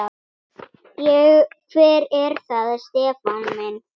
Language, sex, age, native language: Icelandic, female, 10, Icelandic